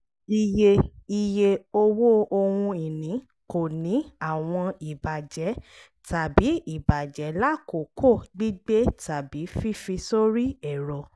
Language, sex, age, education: Yoruba, female, 30-45, tertiary